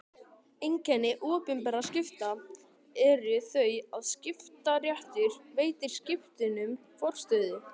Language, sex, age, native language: Icelandic, male, 12, Icelandic